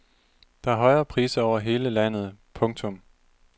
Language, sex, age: Danish, male, 30